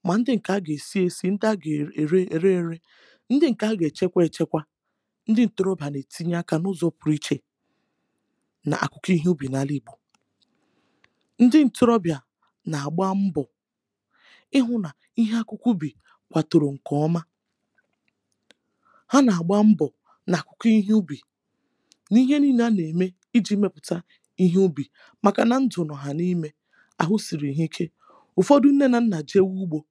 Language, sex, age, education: Igbo, female, 15-29, tertiary